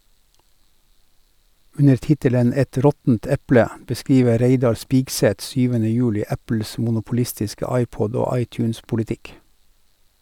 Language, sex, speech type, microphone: Norwegian, male, read, Sennheiser